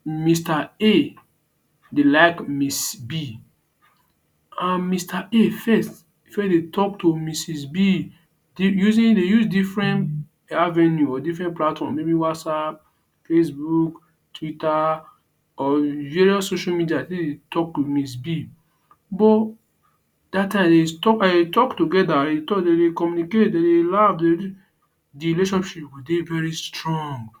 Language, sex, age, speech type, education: Nigerian Pidgin, male, 30-45, spontaneous, tertiary